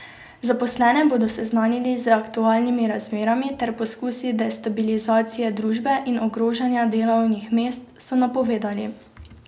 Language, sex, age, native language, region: Slovenian, female, 18-29, Slovenian, Drava region